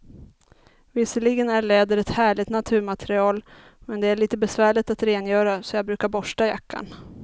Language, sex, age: Swedish, female, 30